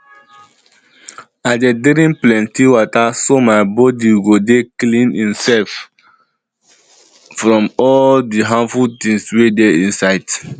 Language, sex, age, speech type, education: Nigerian Pidgin, male, 15-29, spontaneous, tertiary